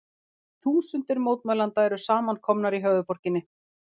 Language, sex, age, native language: Icelandic, female, 40-49, Icelandic